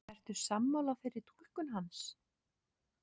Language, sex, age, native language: Icelandic, male, 6, Icelandic